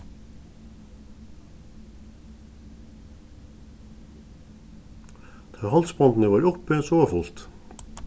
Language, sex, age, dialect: Faroese, male, 36-60, Suðuroy